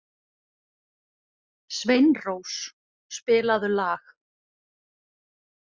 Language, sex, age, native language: Icelandic, female, 40-49, Icelandic